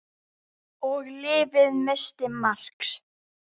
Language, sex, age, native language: Icelandic, female, 10, Icelandic